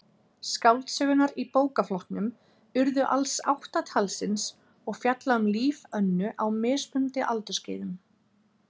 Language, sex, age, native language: Icelandic, female, 30-39, Icelandic